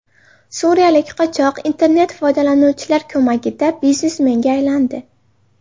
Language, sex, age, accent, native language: Uzbek, female, 18-24, Farg'ona, Uzbek